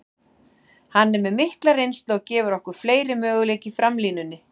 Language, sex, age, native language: Icelandic, female, 40-49, Icelandic